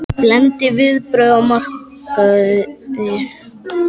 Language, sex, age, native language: Icelandic, male, 18-19, Icelandic